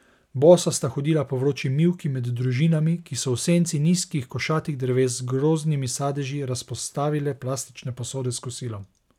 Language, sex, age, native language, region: Slovenian, male, 30-49, Slovenian, Savinja region